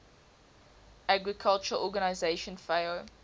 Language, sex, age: English, female, 18